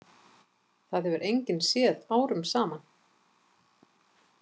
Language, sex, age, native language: Icelandic, female, 50-59, Icelandic